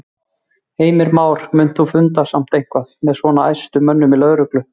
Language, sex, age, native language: Icelandic, male, 40-49, Icelandic